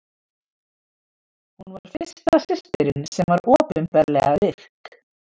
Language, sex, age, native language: Icelandic, female, 50-59, Icelandic